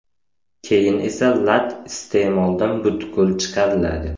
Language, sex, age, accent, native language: Uzbek, male, 18-24, Samarqand, Uzbek